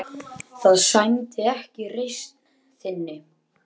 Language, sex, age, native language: Icelandic, male, 10, Icelandic